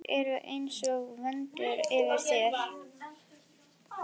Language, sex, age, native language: Icelandic, female, 11, Icelandic